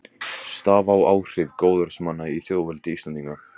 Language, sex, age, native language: Icelandic, male, 18-19, Icelandic